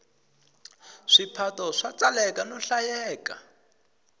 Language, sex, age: Tsonga, male, 20